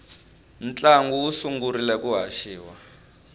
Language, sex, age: Tsonga, male, 25